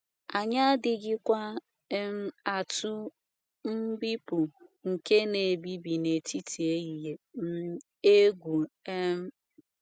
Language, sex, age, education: Igbo, female, 15-29, tertiary